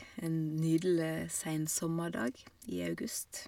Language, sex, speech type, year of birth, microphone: Norwegian, female, spontaneous, 1970, Shure